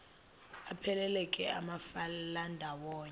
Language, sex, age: Xhosa, female, 20